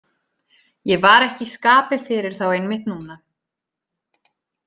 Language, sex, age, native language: Icelandic, female, 30-39, Icelandic